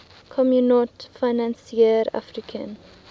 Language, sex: English, female